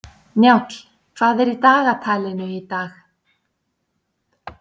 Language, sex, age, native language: Icelandic, female, 60-69, Icelandic